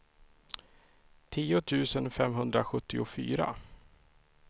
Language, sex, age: Swedish, male, 31